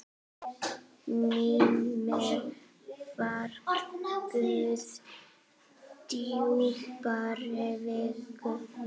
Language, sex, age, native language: Icelandic, female, 8, Icelandic